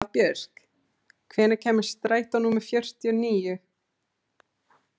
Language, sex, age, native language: Icelandic, female, 30-39, English